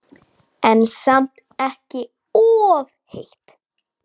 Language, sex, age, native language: Icelandic, male, 9, Icelandic